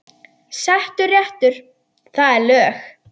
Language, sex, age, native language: Icelandic, female, 10, Icelandic